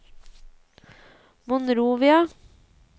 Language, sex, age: Norwegian, female, 35